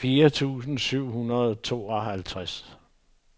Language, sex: Danish, male